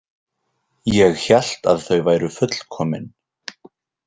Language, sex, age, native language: Icelandic, male, 20-29, Icelandic